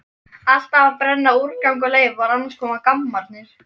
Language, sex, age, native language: Icelandic, female, 13, Icelandic